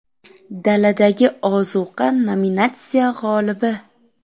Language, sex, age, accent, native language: Uzbek, female, 12-17, Samarqand, Uzbek